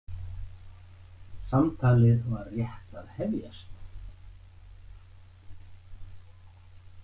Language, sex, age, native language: Icelandic, male, 60-69, Icelandic